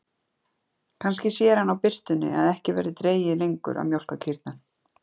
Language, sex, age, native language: Icelandic, female, 30-39, Icelandic